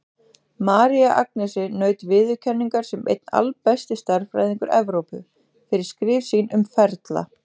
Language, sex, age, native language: Icelandic, female, 30-39, Icelandic